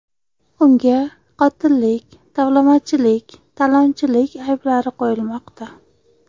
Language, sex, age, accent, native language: Uzbek, female, 25-34, Qashqadaryo, Uzbek